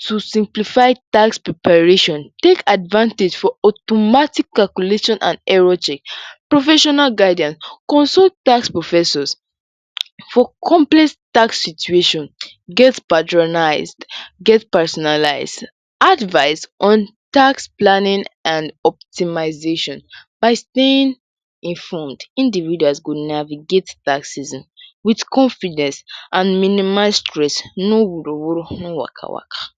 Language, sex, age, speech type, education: Nigerian Pidgin, female, 46-60, spontaneous, secondary